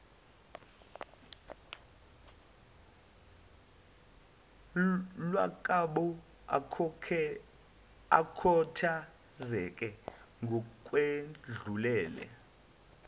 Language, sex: Zulu, male